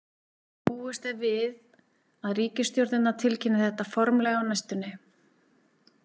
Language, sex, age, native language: Icelandic, female, 40-49, Icelandic